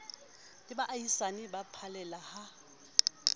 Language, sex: Southern Sotho, female